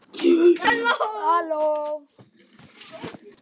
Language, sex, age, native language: Icelandic, male, 11, Icelandic